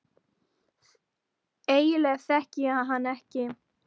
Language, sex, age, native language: Icelandic, female, 12, Icelandic